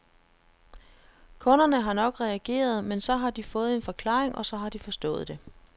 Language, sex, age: Danish, female, 33